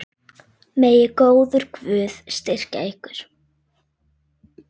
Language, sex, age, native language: Icelandic, female, 8, Icelandic